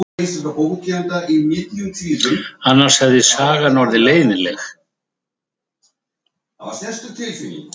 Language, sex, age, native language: Icelandic, male, 70-79, Icelandic